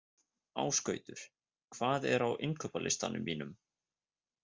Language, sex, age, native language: Icelandic, male, 20-29, Icelandic